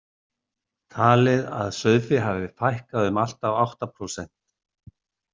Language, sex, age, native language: Icelandic, male, 60-69, Icelandic